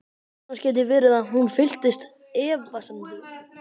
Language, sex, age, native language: Icelandic, male, 12, Icelandic